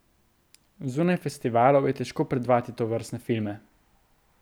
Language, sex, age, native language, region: Slovenian, male, 18-29, Slovenian, Central Slovenia